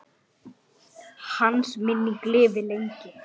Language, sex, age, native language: Icelandic, male, 9, Icelandic